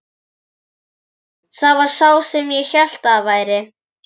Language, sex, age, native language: Icelandic, male, 11, Icelandic